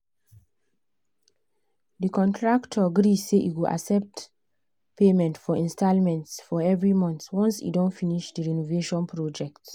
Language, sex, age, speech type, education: Nigerian Pidgin, female, 15-29, spontaneous, tertiary